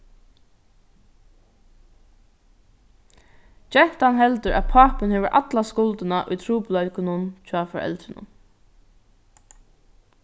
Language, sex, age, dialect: Faroese, female, 15-35, Norðurstreymoy/Eysturoy